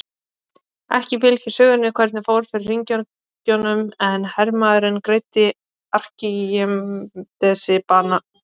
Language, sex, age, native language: Icelandic, female, 20-29, Icelandic